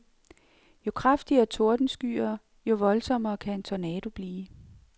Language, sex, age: Danish, female, 46